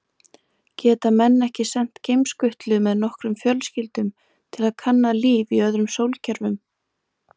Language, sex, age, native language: Icelandic, female, 20-29, Icelandic